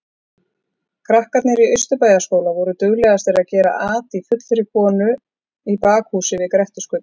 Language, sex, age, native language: Icelandic, female, 40-49, Icelandic